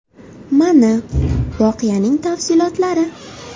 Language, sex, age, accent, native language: Uzbek, female, 19-29, Farg'ona, Uzbek